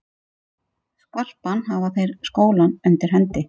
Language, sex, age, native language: Icelandic, female, 50-59, Icelandic